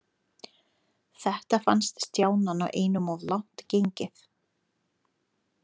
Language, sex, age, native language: Icelandic, female, 40-49, Lithuanian